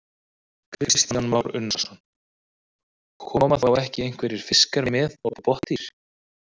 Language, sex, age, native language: Icelandic, male, 30-39, Icelandic